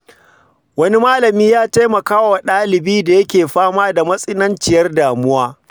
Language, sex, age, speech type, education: Hausa, male, 46-60, read, secondary